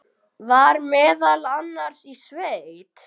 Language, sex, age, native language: Icelandic, male, 10, Icelandic